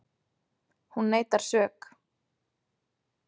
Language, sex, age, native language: Icelandic, female, 30-39, Icelandic